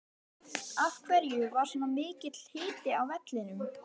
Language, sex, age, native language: Icelandic, female, 12, Icelandic